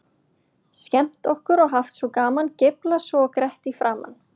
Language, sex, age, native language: Icelandic, male, 40-49, Icelandic